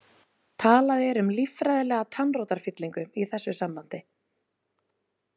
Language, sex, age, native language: Icelandic, female, 20-29, Icelandic